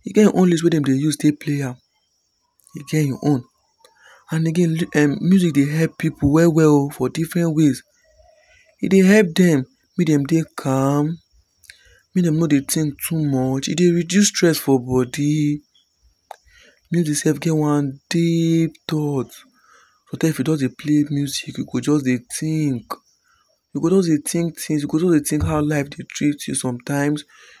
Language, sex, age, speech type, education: Nigerian Pidgin, male, 15-29, spontaneous, tertiary